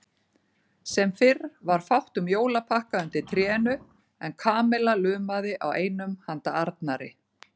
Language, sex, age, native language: Icelandic, female, 40-49, Icelandic